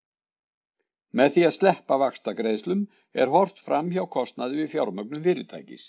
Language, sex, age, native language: Icelandic, male, 60-69, Icelandic